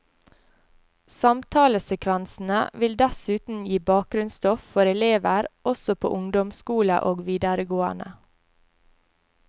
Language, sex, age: Norwegian, female, 20